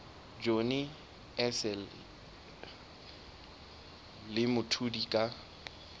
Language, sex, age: Southern Sotho, male, 21